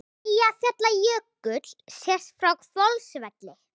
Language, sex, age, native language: Icelandic, female, 8, Icelandic